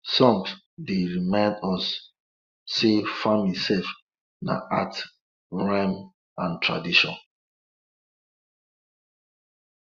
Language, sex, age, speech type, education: Nigerian Pidgin, male, 30-45, spontaneous, tertiary